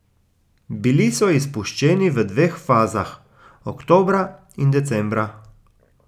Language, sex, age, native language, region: Slovenian, male, 30-49, Slovenian, Gorica region